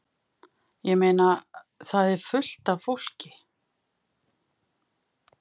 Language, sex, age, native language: Icelandic, female, 50-59, Icelandic